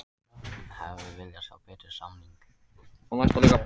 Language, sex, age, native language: Icelandic, male, 18-19, Icelandic